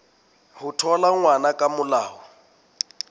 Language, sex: Southern Sotho, male